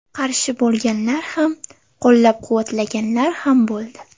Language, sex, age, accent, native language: Uzbek, female, under 19, Sirdaryo, Uzbek